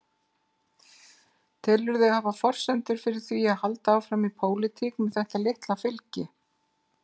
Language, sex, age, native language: Icelandic, female, 50-59, Icelandic